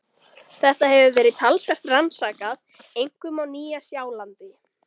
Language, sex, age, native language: Icelandic, female, 13, Icelandic